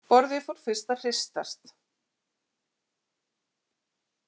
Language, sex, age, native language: Icelandic, female, 40-49, Icelandic